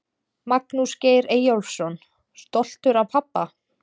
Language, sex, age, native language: Icelandic, female, 20-29, Icelandic